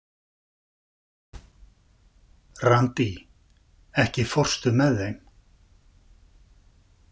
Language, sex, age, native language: Icelandic, male, 50-59, Icelandic